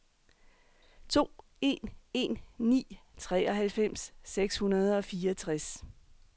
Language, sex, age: Danish, female, 39